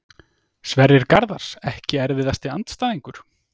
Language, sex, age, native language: Icelandic, male, 30-39, Icelandic